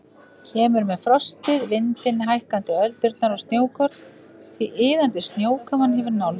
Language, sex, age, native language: Icelandic, female, 50-59, Icelandic